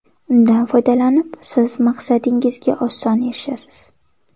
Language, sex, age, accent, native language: Uzbek, female, 18-24, Samarqand, Uzbek